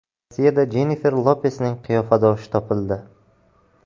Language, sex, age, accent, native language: Uzbek, male, 18-24, Buxoro, Uzbek